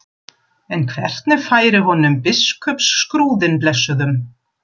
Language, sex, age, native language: Icelandic, female, 40-49, German